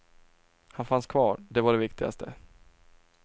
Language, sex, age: Swedish, male, 24